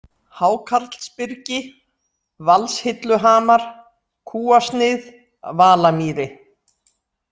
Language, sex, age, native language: Icelandic, female, 60-69, Icelandic